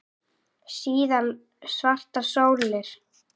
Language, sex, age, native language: Icelandic, female, 8, Icelandic